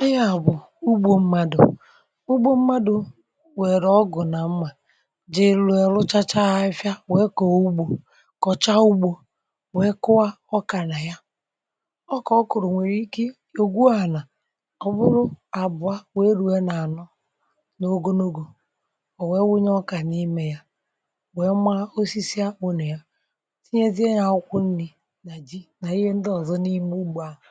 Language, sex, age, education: Igbo, male, 30-45, tertiary